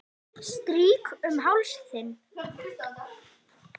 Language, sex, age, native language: Icelandic, female, 9, Icelandic